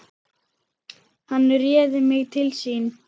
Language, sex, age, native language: Icelandic, male, 10, Icelandic